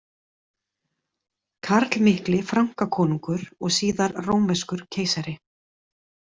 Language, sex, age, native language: Icelandic, female, 40-49, Icelandic